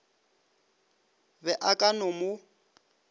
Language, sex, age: Northern Sotho, male, 25